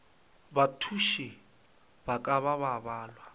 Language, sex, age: Northern Sotho, male, 23